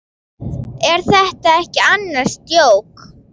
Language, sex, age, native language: Icelandic, female, 9, Icelandic